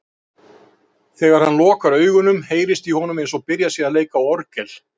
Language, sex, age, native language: Icelandic, male, 50-59, Icelandic